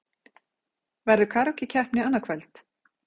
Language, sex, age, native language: Icelandic, female, 40-49, Icelandic